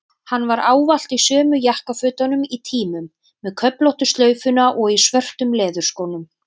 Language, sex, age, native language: Icelandic, female, 30-39, Icelandic